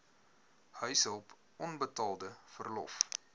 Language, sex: Afrikaans, male